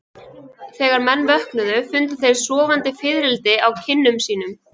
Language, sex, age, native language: Icelandic, female, 11, Icelandic